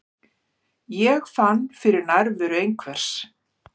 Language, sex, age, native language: Icelandic, female, 50-59, Icelandic